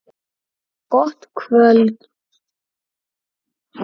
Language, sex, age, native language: Icelandic, male, 9, Icelandic